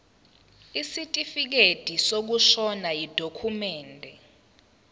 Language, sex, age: Zulu, female, 19